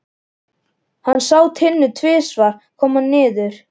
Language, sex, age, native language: Icelandic, male, 11, Icelandic